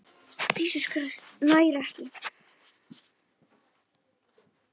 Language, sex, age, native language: Icelandic, male, 10, Icelandic